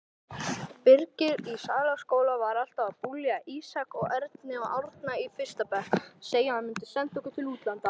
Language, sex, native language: Icelandic, other, Icelandic